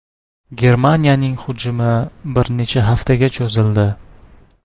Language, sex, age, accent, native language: Uzbek, male, 19-29, Toshkent shahri, Uzbek